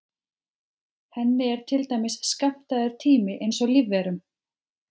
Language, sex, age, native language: Icelandic, female, 30-39, Icelandic